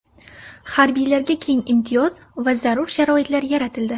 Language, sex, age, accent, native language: Uzbek, female, 19-29, Surxondaryo, Uzbek